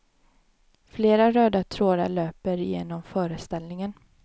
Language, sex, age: Swedish, female, 18